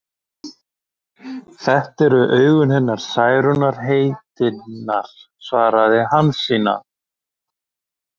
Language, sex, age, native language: Icelandic, male, 40-49, Icelandic